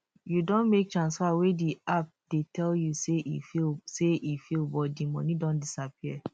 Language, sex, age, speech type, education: Nigerian Pidgin, male, 30-45, spontaneous, tertiary